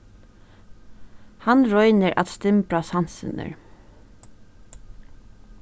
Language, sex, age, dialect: Faroese, female, 15-35, Suðurstreymoy